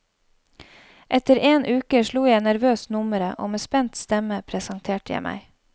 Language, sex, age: Norwegian, female, 31